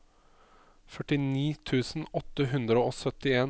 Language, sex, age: Norwegian, male, 27